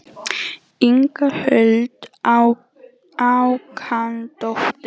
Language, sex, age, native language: Icelandic, female, 18-19, Icelandic